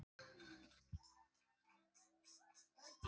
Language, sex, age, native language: Icelandic, female, 70-79, Icelandic